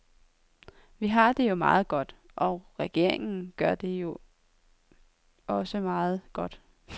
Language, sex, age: Danish, female, 23